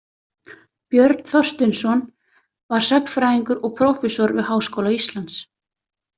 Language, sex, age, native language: Icelandic, female, 30-39, Icelandic